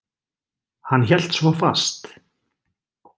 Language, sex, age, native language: Icelandic, male, 20-29, Icelandic